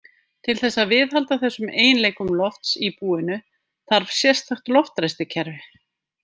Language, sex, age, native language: Icelandic, female, 50-59, Icelandic